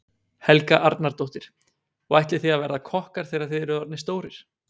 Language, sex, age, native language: Icelandic, male, 20-29, Icelandic